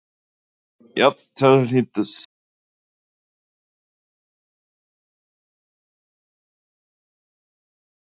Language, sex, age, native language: Icelandic, male, 18-19, Icelandic